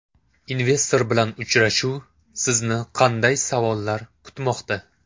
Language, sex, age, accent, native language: Uzbek, male, 18-24, Toshkent shahri, Uzbek